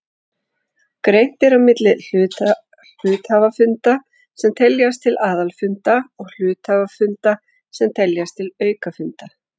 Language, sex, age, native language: Icelandic, female, 40-49, Icelandic